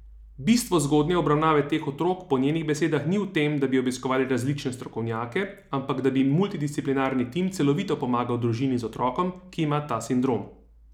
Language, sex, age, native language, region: Slovenian, male, 30-49, Slovenian, Savinja region